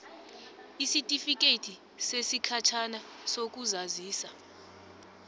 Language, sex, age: South Ndebele, female, 20